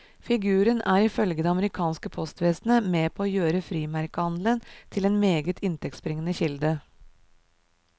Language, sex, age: Norwegian, female, 37